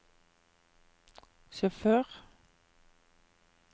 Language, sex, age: Norwegian, female, 50